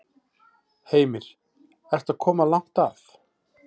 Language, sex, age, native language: Icelandic, male, 40-49, Icelandic